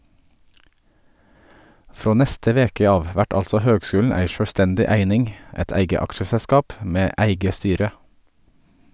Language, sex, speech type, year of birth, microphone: Norwegian, male, read, 1979, Sennheiser